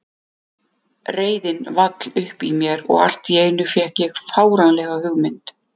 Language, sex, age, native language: Icelandic, female, 50-59, Icelandic